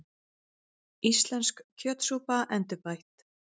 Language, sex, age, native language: Icelandic, female, 30-39, Icelandic